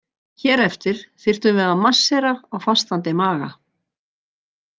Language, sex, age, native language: Icelandic, female, 60-69, Icelandic